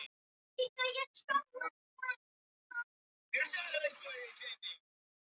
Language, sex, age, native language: Icelandic, male, 13, Polish